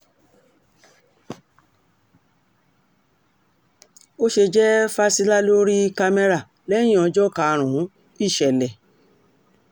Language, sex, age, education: Yoruba, female, 60+, tertiary